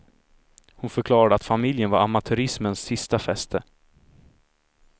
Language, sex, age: Swedish, male, 26